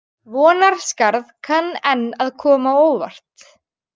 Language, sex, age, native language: Icelandic, female, 18-19, Icelandic